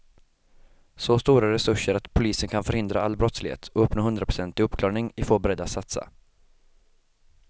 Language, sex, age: Swedish, male, 25